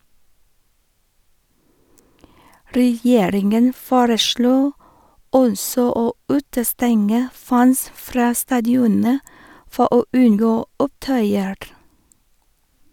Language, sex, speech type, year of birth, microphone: Norwegian, female, read, 1973, Shure